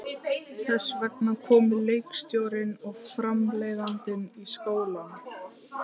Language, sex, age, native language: Icelandic, female, 15, Icelandic